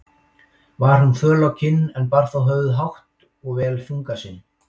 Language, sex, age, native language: Icelandic, male, 18-19, Icelandic